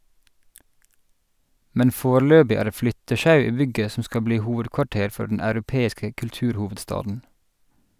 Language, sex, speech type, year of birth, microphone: Norwegian, male, read, 1986, Sennheiser